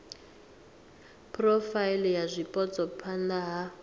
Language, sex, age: Venda, female, 39